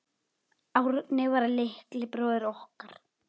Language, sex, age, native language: Icelandic, male, 7, Icelandic